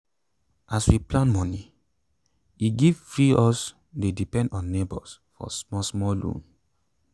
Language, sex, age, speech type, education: Nigerian Pidgin, male, 15-29, spontaneous, tertiary